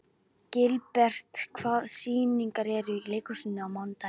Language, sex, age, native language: Icelandic, female, 12, Icelandic